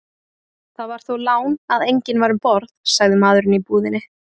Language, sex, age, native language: Icelandic, female, 20-29, Icelandic